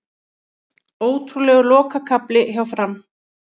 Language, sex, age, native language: Icelandic, female, 40-49, Icelandic